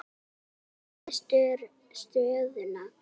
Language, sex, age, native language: Icelandic, female, 6, Icelandic